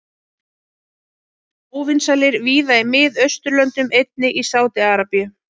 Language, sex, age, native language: Icelandic, female, 40-49, Icelandic